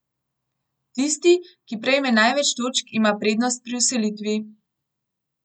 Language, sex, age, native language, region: Slovenian, female, 18-29, Slovenian, Gorenjska region